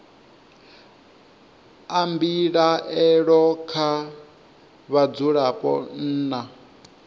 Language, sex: Venda, male